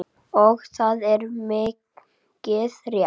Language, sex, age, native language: Icelandic, female, 8, Icelandic